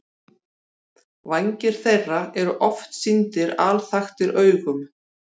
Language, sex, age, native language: Icelandic, female, 40-49, Icelandic